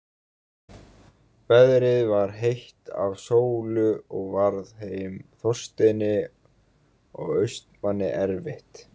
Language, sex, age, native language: Icelandic, male, 18-19, Icelandic